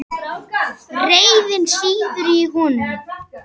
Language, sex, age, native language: Icelandic, male, 8, Icelandic